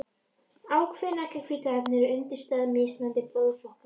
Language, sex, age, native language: Icelandic, female, 13, Icelandic